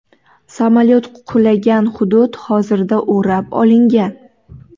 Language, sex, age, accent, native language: Uzbek, female, 12-17, Qoraqalpog'iston, Uzbek